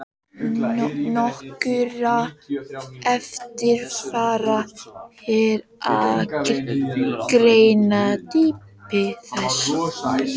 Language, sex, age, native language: Icelandic, male, 18-19, Icelandic